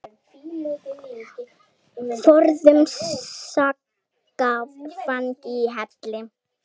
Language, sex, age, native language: Icelandic, female, 10, Icelandic